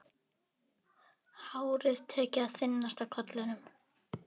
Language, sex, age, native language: Icelandic, female, 11, Icelandic